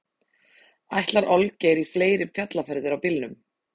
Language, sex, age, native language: Icelandic, female, 30-39, Icelandic